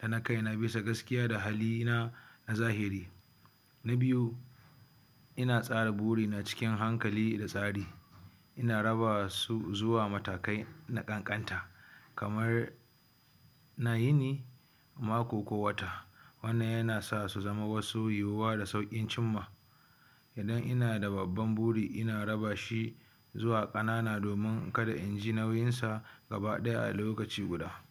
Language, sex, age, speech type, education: Hausa, male, 60+, spontaneous, tertiary